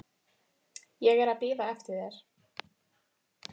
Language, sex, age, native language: Icelandic, female, 12, Icelandic